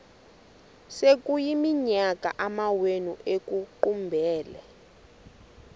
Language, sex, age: Xhosa, female, 20